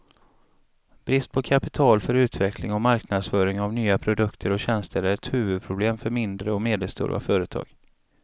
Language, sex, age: Swedish, male, 35